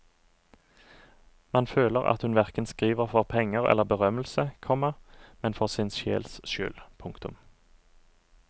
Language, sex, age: Norwegian, male, 39